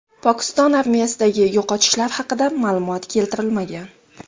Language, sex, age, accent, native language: Uzbek, female, 19-29, Xorazm, Uzbek